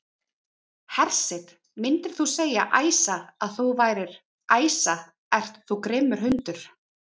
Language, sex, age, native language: Icelandic, female, 30-39, Icelandic